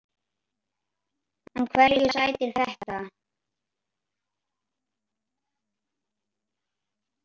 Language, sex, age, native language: Icelandic, male, 10, Icelandic